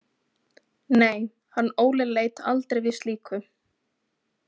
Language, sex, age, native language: Icelandic, female, 20-29, Icelandic